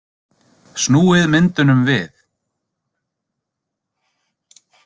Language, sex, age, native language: Icelandic, male, 30-39, Icelandic